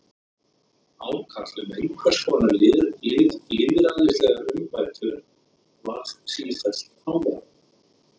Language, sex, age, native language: Icelandic, male, 30-39, Icelandic